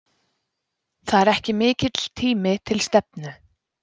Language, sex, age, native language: Icelandic, female, 20-29, Icelandic